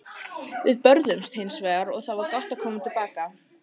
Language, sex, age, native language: Icelandic, female, 18-19, Icelandic